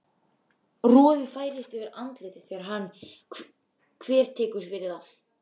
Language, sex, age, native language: Icelandic, male, 12, Icelandic